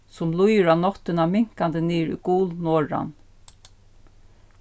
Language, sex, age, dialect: Faroese, female, 36-60, Suðurstreymoy